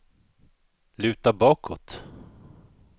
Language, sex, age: Swedish, male, 41